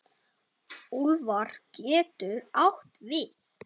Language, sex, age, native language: Icelandic, male, 8, Icelandic